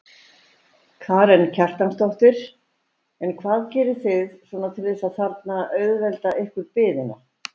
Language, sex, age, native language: Icelandic, female, 70-79, Icelandic